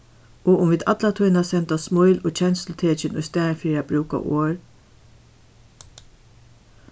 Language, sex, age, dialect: Faroese, female, 61+, Suðurstreymoy